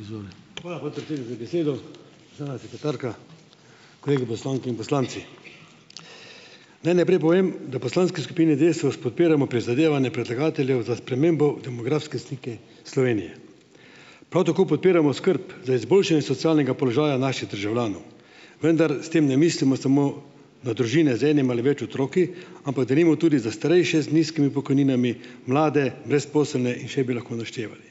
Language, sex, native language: Slovenian, male, Slovenian